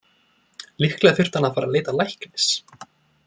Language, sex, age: Icelandic, male, 20-29